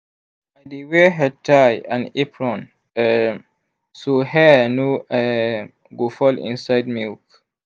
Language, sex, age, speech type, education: Nigerian Pidgin, male, 15-29, spontaneous, secondary